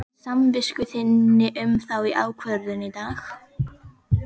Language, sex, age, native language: Icelandic, female, 11, Icelandic